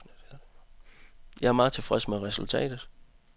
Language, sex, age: Danish, male, 30